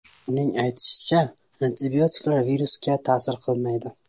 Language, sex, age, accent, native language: Uzbek, male, 18-24, Samarqand, Uzbek